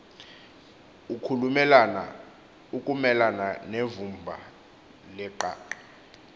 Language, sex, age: Xhosa, male, 24